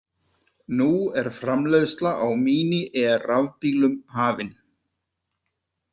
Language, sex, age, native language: Icelandic, male, 50-59, Icelandic